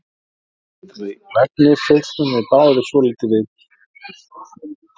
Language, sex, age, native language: Icelandic, male, 40-49, Icelandic